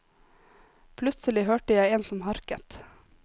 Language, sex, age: Norwegian, female, 26